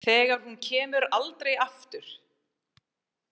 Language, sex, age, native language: Icelandic, female, 40-49, English